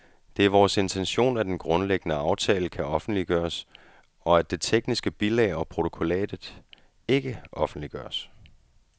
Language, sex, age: Danish, male, 35